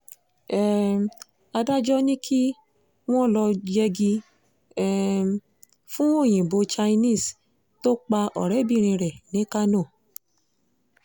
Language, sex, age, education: Yoruba, female, 15-29, secondary